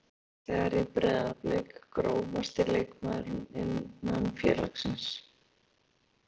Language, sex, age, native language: Icelandic, female, 20-29, Icelandic